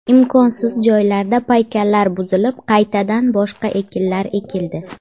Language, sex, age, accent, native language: Uzbek, female, 19-29, Buxoro, Uzbek